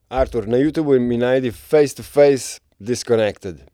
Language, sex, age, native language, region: Slovenian, male, 30-49, Slovenian, Central Slovenia